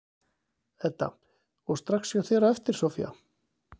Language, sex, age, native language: Icelandic, male, 40-49, Icelandic